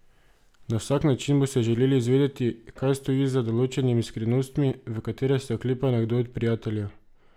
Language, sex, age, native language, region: Slovenian, male, 18-29, Slovenian, Drava region